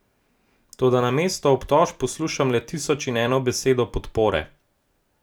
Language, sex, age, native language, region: Slovenian, male, 18-29, Slovenian, Gorenjska region